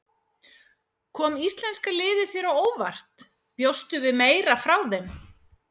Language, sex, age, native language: Icelandic, female, 40-49, Icelandic